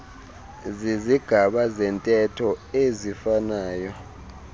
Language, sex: Xhosa, male